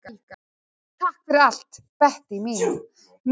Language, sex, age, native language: Icelandic, female, 9, Icelandic